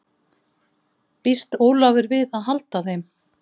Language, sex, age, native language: Icelandic, female, 50-59, Icelandic